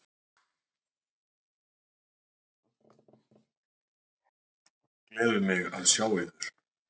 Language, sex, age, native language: Icelandic, male, 9, Icelandic